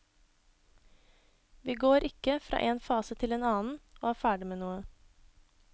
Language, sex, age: Norwegian, female, 26